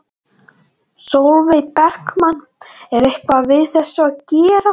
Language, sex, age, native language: Icelandic, male, 12, Latvian